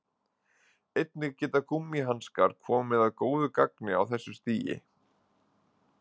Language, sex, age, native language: Icelandic, male, 20-29, Icelandic